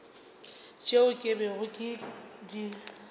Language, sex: Northern Sotho, female